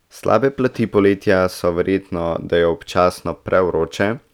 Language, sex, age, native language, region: Slovenian, male, 18-29, Slovenian, Central Slovenia